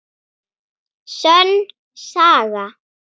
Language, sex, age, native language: Icelandic, female, 9, Icelandic